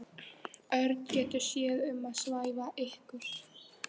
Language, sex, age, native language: Icelandic, female, 13, Icelandic